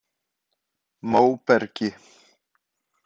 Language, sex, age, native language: Icelandic, male, 20-29, Icelandic